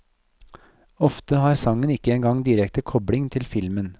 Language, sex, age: Norwegian, male, 40